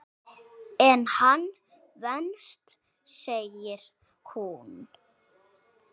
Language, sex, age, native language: Icelandic, male, 6, Icelandic